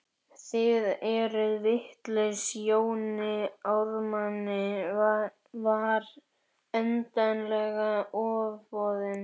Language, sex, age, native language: Icelandic, male, 11, Icelandic